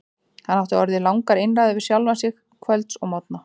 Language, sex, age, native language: Icelandic, female, 30-39, Icelandic